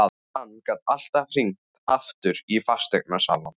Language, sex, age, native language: Icelandic, male, 14, Icelandic